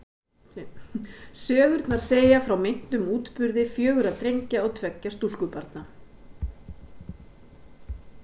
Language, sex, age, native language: Icelandic, female, 50-59, Icelandic